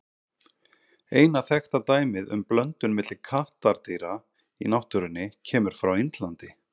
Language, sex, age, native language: Icelandic, male, 30-39, Icelandic